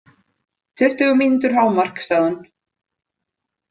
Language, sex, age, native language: Icelandic, female, 30-39, Icelandic